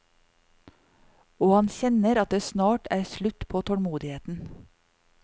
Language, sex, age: Norwegian, female, 40